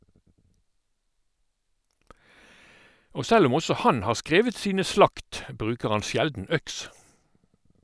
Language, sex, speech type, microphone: Norwegian, male, read, Sennheiser